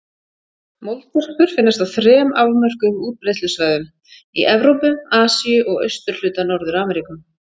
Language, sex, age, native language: Icelandic, female, 40-49, Icelandic